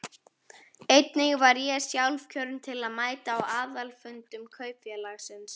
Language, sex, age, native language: Icelandic, female, 11, Icelandic